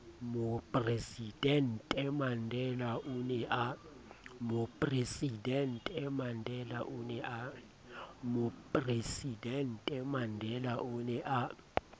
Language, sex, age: Southern Sotho, male, 30